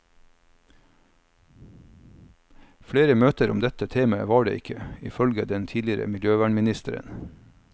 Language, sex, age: Norwegian, male, 45